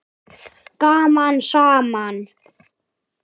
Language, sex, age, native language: Icelandic, male, 7, Icelandic